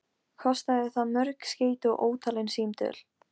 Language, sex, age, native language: Icelandic, female, 13, Polish